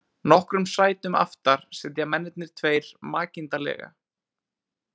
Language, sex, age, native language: Icelandic, male, 20-29, Icelandic